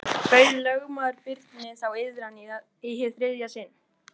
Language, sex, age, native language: Icelandic, male, 11, Icelandic